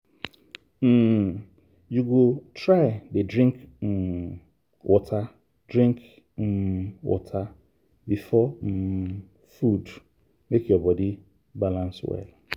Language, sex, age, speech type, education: Nigerian Pidgin, male, 30-45, spontaneous, tertiary